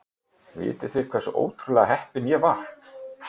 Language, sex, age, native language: Icelandic, male, 30-39, Icelandic